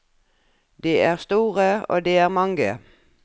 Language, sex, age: Norwegian, female, 57